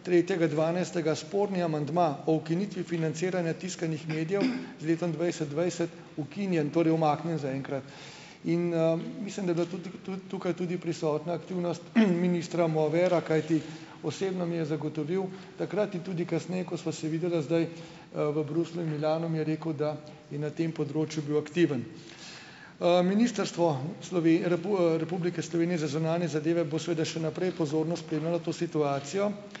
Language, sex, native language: Slovenian, male, Slovenian